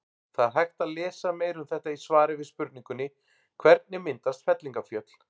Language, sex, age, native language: Icelandic, male, 40-49, Icelandic